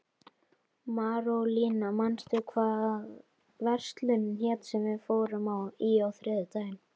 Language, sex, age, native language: Icelandic, female, 12, Icelandic